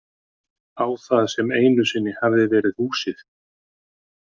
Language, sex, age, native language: Icelandic, male, 50-59, Icelandic